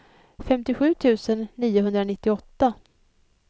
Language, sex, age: Swedish, female, 56